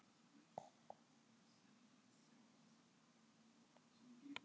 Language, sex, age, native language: Icelandic, female, 18-19, Icelandic